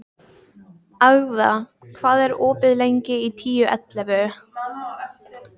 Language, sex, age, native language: Icelandic, female, 15, Icelandic